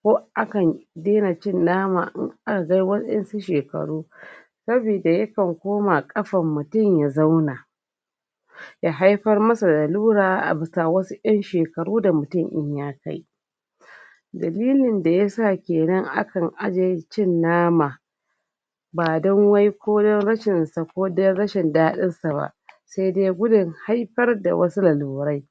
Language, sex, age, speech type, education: Hausa, female, 30-45, spontaneous, tertiary